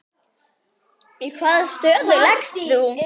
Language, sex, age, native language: Icelandic, female, 9, Icelandic